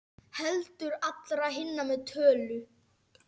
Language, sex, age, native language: Icelandic, male, 10, Icelandic